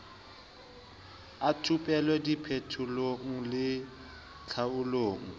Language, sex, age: Southern Sotho, male, 20